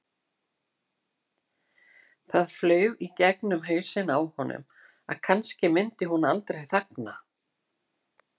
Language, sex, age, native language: Icelandic, female, 60-69, Icelandic